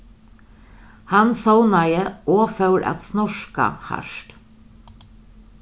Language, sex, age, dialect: Faroese, female, 36-60, Norðurstreymoy/Eysturoy